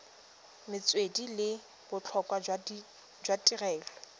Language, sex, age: Tswana, female, 21